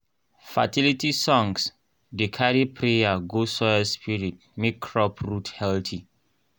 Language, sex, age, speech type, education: Nigerian Pidgin, male, 30-45, spontaneous, tertiary